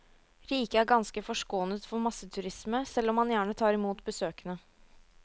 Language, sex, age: Norwegian, female, 22